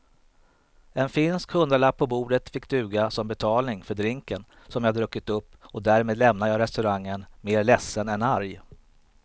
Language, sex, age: Swedish, male, 38